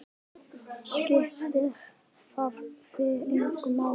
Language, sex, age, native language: Icelandic, male, 10, Icelandic